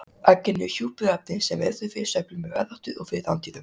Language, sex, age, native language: Icelandic, male, 18-19, Icelandic